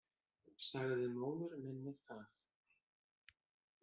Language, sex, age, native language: Icelandic, male, 40-49, Icelandic